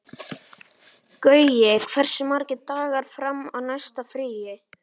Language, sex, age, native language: Icelandic, male, 11, Icelandic